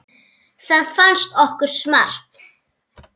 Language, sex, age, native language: Icelandic, female, 7, Icelandic